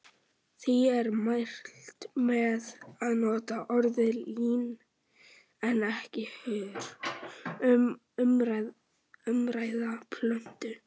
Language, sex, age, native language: Icelandic, male, 18-19, Icelandic